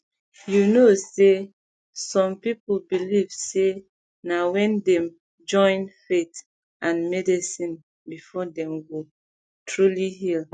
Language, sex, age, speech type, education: Nigerian Pidgin, female, 30-45, spontaneous, tertiary